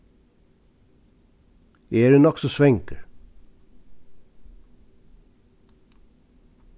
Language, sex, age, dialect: Faroese, male, 36-60, Suðurstreymoy